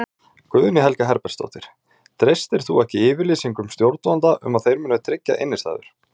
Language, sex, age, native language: Icelandic, male, 40-49, Icelandic